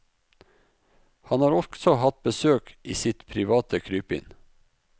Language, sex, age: Norwegian, male, 44